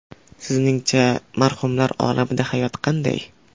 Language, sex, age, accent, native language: Uzbek, male, 18-24, Toshkent shahri, Uzbek